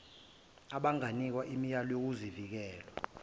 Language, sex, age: Zulu, male, 23